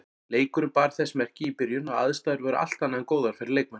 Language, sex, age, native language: Icelandic, male, 40-49, Icelandic